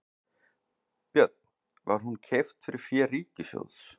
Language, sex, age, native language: Icelandic, male, 40-49, Icelandic